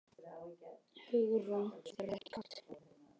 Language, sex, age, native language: Icelandic, male, 12, Icelandic